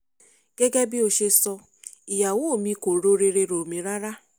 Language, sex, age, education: Yoruba, female, 15-29, tertiary